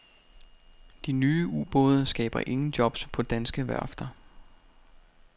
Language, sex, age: Danish, male, 32